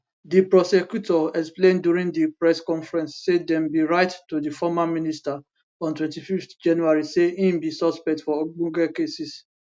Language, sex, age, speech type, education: Nigerian Pidgin, male, 15-29, spontaneous, tertiary